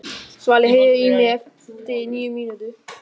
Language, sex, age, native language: Icelandic, male, 13, German